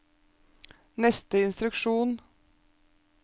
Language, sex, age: Norwegian, female, 36